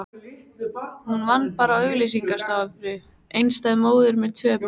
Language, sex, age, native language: Icelandic, female, 14, Icelandic